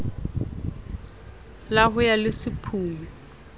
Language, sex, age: Southern Sotho, female, 30